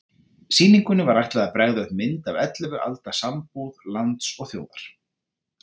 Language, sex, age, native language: Icelandic, male, 30-39, Icelandic